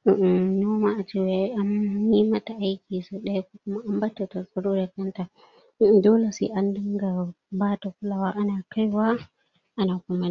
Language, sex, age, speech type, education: Hausa, female, 46-60, spontaneous, tertiary